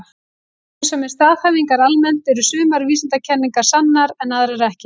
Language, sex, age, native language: Icelandic, female, 18-19, Icelandic